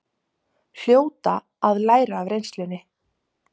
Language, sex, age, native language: Icelandic, female, 30-39, Icelandic